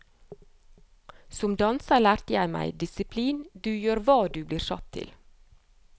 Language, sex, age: Norwegian, female, 30